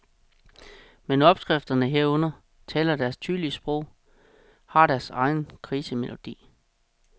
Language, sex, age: Danish, male, 36